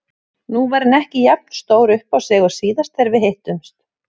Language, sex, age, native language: Icelandic, female, 30-39, Icelandic